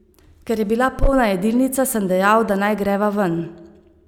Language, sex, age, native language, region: Slovenian, female, 30-49, Slovenian, Savinja region